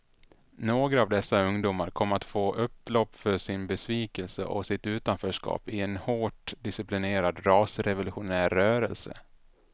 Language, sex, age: Swedish, male, 33